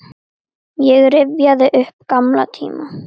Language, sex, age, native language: Icelandic, female, 9, Icelandic